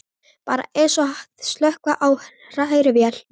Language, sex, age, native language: Icelandic, male, 12, Icelandic